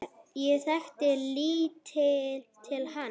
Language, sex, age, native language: Icelandic, male, 8, Icelandic